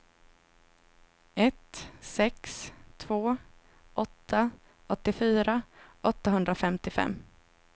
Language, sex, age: Swedish, female, 26